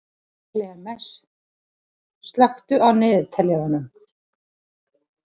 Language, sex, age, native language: Icelandic, female, 40-49, Icelandic